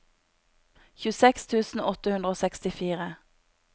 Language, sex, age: Norwegian, female, 26